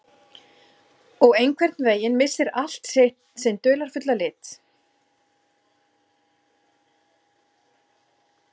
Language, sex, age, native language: Icelandic, female, 40-49, Icelandic